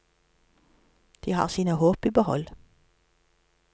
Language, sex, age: Norwegian, female, 53